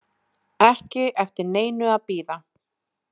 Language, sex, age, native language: Icelandic, female, 20-29, Icelandic